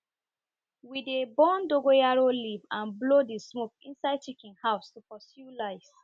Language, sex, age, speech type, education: Nigerian Pidgin, female, 30-45, spontaneous, tertiary